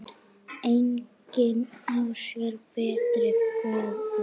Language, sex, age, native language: Icelandic, female, 8, Icelandic